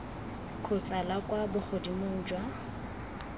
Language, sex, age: Tswana, female, 21